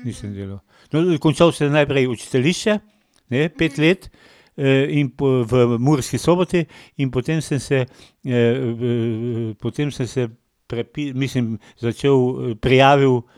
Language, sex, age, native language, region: Slovenian, male, 60+, Slovenian, Pomurje region